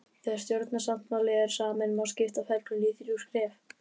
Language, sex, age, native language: Icelandic, male, 11, Icelandic